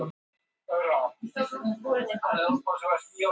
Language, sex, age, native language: Icelandic, female, 18-19, Icelandic